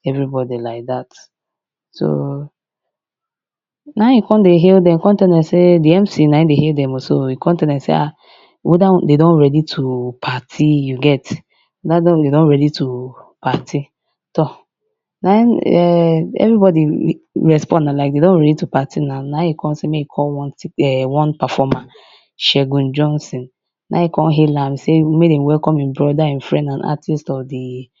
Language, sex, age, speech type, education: Nigerian Pidgin, female, 15-29, spontaneous, tertiary